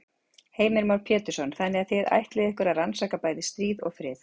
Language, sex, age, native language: Icelandic, female, 40-49, Icelandic